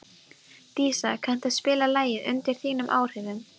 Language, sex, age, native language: Icelandic, female, 12, Icelandic